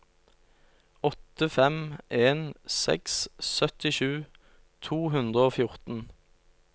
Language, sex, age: Norwegian, male, 29